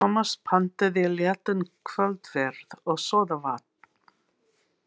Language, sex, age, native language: Icelandic, female, 60-69, English